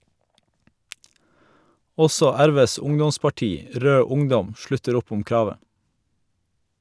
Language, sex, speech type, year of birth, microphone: Norwegian, male, read, 1987, Shure